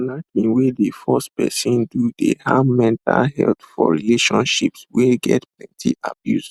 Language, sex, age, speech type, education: Nigerian Pidgin, male, 15-29, spontaneous, tertiary